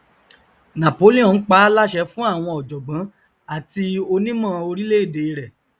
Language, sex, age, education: Yoruba, male, 30-45, tertiary